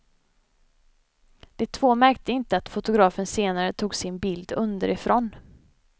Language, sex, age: Swedish, female, 25